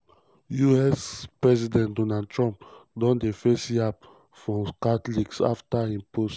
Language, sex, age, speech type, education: Nigerian Pidgin, male, 15-29, spontaneous, tertiary